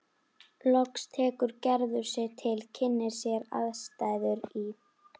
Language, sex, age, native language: Icelandic, female, 11, Icelandic